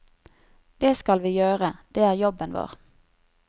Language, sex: Norwegian, female